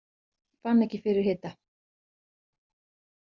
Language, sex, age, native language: Icelandic, female, 40-49, Icelandic